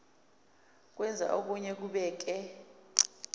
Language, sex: Zulu, female